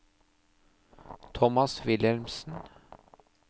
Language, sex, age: Norwegian, male, 30